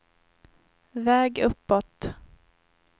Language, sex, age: Swedish, female, 25